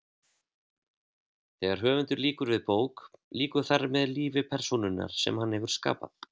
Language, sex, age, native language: Icelandic, male, 30-39, Icelandic